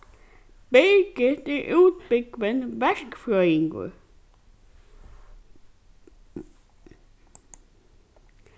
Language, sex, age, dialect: Faroese, female, 15-35, Norðurstreymoy/Eysturoy